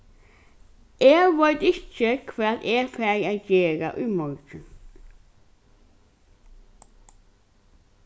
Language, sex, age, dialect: Faroese, female, 15-35, Norðurstreymoy/Eysturoy